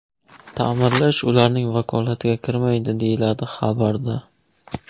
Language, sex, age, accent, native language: Uzbek, male, 25-34, Surxondaryo, Uzbek